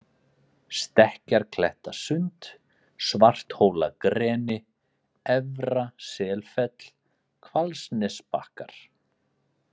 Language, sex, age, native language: Icelandic, male, 40-49, Icelandic